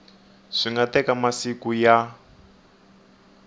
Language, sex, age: Tsonga, male, 18